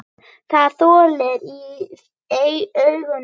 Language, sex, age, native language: Icelandic, female, 9, Icelandic